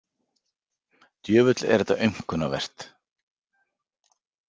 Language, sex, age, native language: Icelandic, male, 40-49, Icelandic